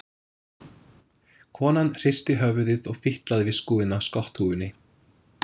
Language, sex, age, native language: Icelandic, male, 20-29, English